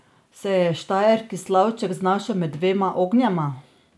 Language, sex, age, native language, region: Slovenian, female, 30-49, Slovenian, Drava region